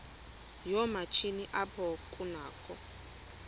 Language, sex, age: Xhosa, female, 20